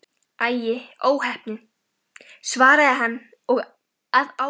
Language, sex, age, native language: Icelandic, female, 12, Icelandic